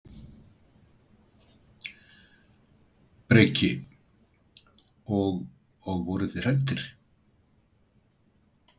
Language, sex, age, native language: Icelandic, male, 60-69, Icelandic